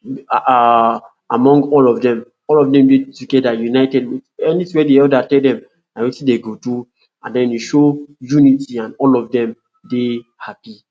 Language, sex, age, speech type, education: Nigerian Pidgin, male, 46-60, spontaneous, tertiary